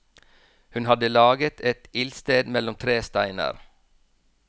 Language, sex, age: Norwegian, male, 46